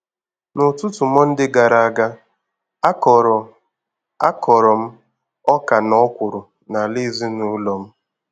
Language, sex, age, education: Igbo, male, 15-29, tertiary